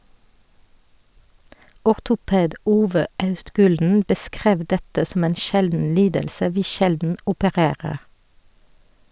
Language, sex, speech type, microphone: Norwegian, female, read, Sennheiser